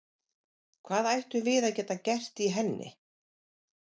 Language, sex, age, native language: Icelandic, female, 50-59, Icelandic